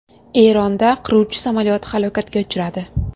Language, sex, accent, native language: Uzbek, female, Samarqand, Uzbek